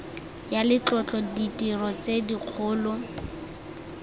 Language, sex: Tswana, female